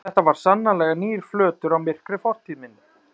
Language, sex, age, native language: Icelandic, male, 30-39, Icelandic